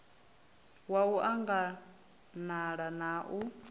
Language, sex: Venda, female